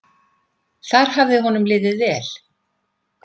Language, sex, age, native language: Icelandic, female, 50-59, Icelandic